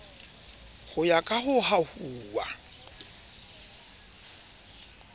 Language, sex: Southern Sotho, male